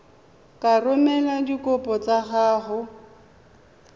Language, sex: Tswana, female